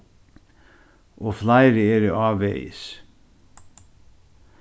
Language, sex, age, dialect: Faroese, male, 61+, Suðurstreymoy